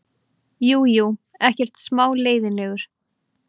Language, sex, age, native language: Icelandic, female, 18-19, Icelandic